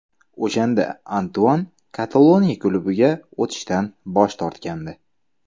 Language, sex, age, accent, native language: Uzbek, male, 25-34, Samarqand, Uzbek